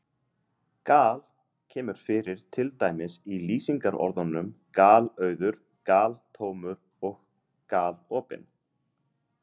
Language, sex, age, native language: Icelandic, male, 30-39, Icelandic